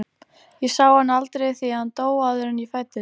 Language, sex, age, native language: Icelandic, female, 40-49, Icelandic